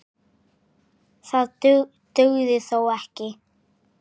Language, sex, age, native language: Icelandic, male, 8, Icelandic